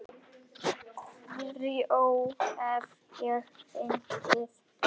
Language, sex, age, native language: Icelandic, female, 6, Icelandic